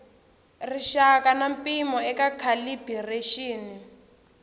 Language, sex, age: Tsonga, female, 18